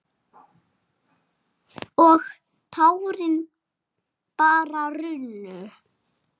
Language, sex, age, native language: Icelandic, male, 6, Icelandic